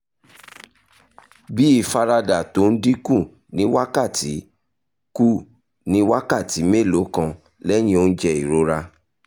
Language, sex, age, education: Yoruba, male, 30-45, tertiary